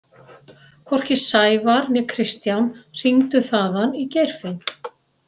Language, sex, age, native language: Icelandic, female, 60-69, Icelandic